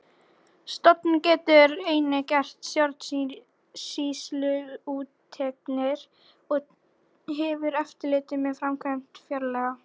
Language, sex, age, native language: Icelandic, female, 40-49, Icelandic